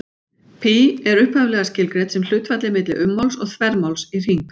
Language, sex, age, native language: Icelandic, female, 40-49, Icelandic